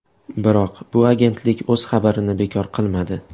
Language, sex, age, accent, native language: Uzbek, male, 18-24, Toshkent shahri, Uzbek